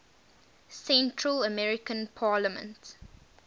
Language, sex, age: English, female, 19